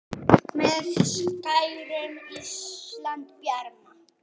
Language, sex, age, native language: Icelandic, male, 8, Icelandic